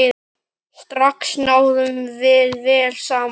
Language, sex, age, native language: Icelandic, male, 10, Icelandic